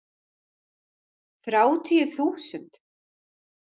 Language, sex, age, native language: Icelandic, female, 40-49, Icelandic